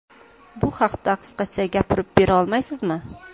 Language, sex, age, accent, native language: Uzbek, female, 25-34, Toshkent viloyati, Uzbek